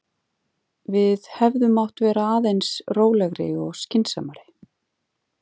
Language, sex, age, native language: Icelandic, female, 40-49, Icelandic